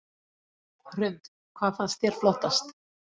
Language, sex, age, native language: Icelandic, female, 40-49, Icelandic